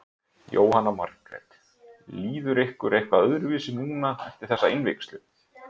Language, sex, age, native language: Icelandic, male, 30-39, Icelandic